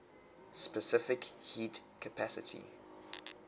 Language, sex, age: English, male, 23